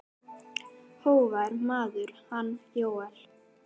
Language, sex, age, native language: Icelandic, female, 10, Icelandic